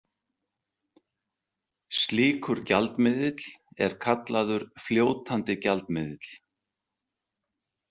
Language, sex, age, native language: Icelandic, male, 60-69, Icelandic